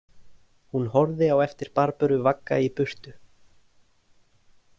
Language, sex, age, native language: Icelandic, male, 20-29, Icelandic